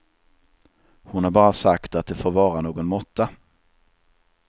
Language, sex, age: Swedish, male, 27